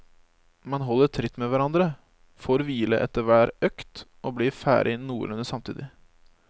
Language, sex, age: Norwegian, male, 25